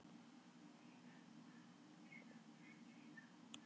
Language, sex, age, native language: Icelandic, female, 18-19, Icelandic